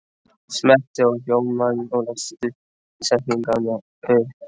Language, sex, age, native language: Icelandic, other, 13, Icelandic